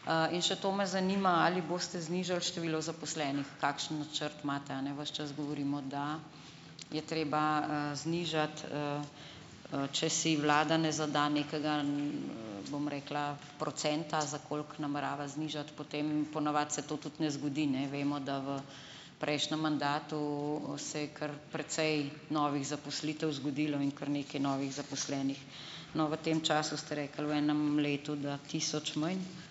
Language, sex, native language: Slovenian, female, Slovenian